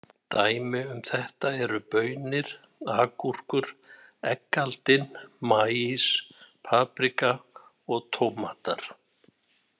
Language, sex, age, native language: Icelandic, male, 60-69, Icelandic